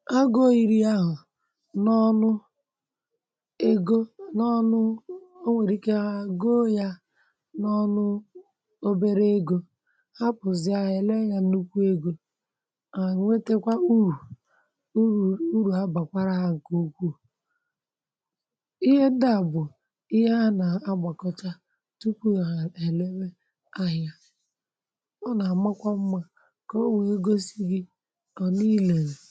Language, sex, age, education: Igbo, male, 30-45, tertiary